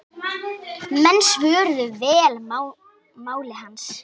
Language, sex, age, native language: Icelandic, female, 8, Icelandic